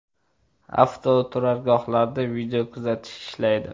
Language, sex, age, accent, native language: Uzbek, male, 18-24, Toshkent viloyati, Uzbek